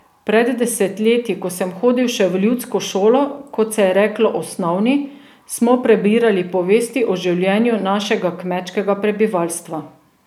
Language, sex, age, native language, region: Slovenian, female, 30-49, Slovenian, Drava region